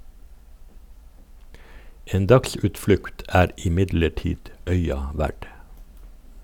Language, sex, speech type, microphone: Norwegian, male, read, Sennheiser